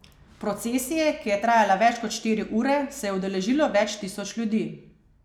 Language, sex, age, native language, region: Slovenian, female, 30-49, Slovenian, Savinja region